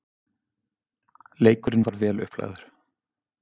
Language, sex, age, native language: Icelandic, male, 50-59, Icelandic